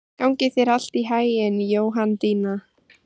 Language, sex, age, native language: Icelandic, female, 14, Icelandic